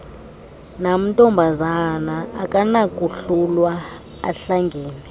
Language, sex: Xhosa, female